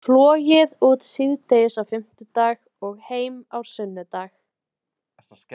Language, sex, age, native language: Icelandic, female, 20-29, Icelandic